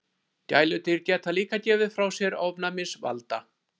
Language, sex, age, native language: Icelandic, male, 30-39, Icelandic